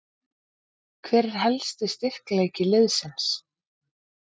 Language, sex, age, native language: Icelandic, female, 20-29, Icelandic